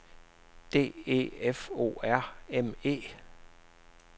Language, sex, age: Danish, male, 67